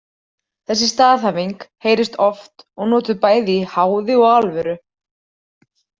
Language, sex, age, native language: Icelandic, female, 40-49, Icelandic